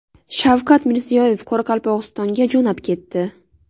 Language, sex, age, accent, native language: Uzbek, female, 18-24, Navoiy, Uzbek